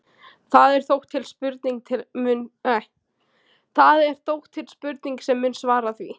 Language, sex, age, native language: Icelandic, female, 18-19, Icelandic